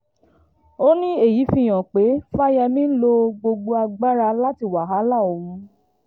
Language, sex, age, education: Yoruba, female, 15-29, tertiary